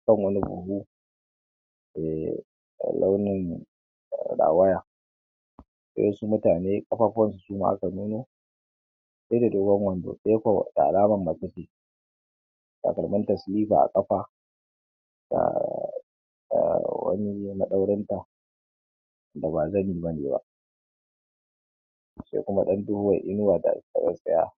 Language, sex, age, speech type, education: Hausa, male, 15-29, spontaneous, tertiary